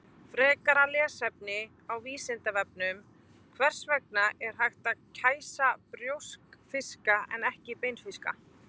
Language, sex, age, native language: Icelandic, female, 20-29, Icelandic